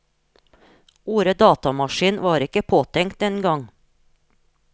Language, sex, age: Norwegian, female, 43